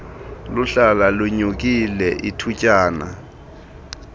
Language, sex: Xhosa, male